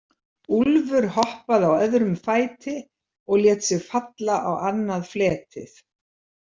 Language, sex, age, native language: Icelandic, female, 70-79, Icelandic